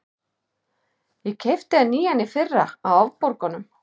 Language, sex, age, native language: Icelandic, male, 11, Icelandic